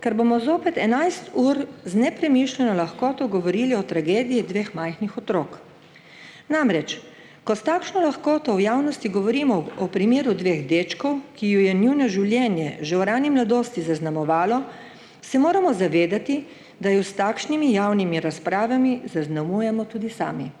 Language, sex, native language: Slovenian, female, Slovenian